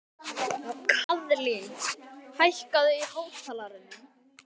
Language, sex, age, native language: Icelandic, male, 12, Icelandic